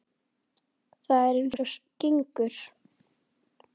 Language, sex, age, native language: Icelandic, female, 9, Icelandic